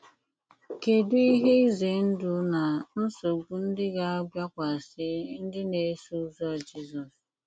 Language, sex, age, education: Igbo, female, 15-29, tertiary